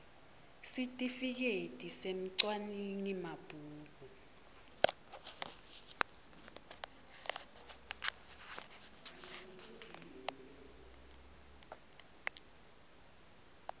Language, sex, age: Swati, female, 22